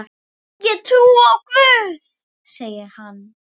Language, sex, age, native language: Icelandic, female, 11, Icelandic